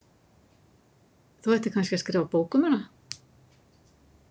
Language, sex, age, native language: Icelandic, female, 50-59, Icelandic